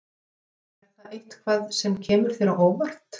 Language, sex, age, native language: Icelandic, female, 50-59, Icelandic